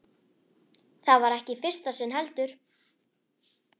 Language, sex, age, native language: Icelandic, female, 11, Icelandic